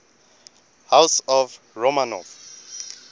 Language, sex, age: English, male, 20